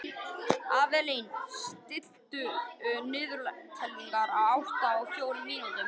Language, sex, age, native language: Icelandic, female, 50-59, Icelandic